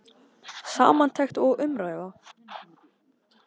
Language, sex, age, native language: Icelandic, male, 18-19, Icelandic